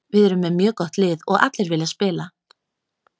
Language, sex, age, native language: Icelandic, female, 30-39, Icelandic